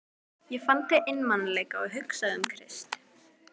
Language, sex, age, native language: Icelandic, female, 12, Icelandic